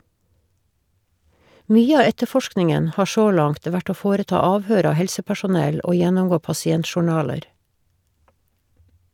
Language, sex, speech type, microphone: Norwegian, female, read, Shure